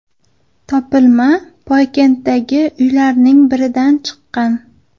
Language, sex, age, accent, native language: Uzbek, female, 19-29, Farg'ona, Uzbek